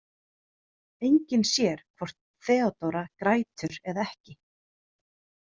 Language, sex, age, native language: Icelandic, female, 30-39, Icelandic